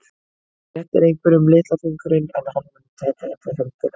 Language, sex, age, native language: Icelandic, female, 20-29, Icelandic